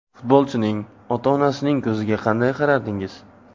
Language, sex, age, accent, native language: Uzbek, male, 18-24, Navoiy, Uzbek